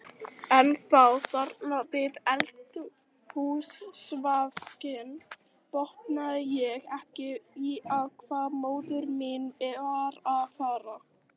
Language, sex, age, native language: Icelandic, other, 18-19, Icelandic